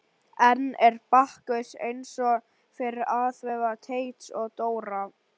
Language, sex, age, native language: Icelandic, male, 11, Icelandic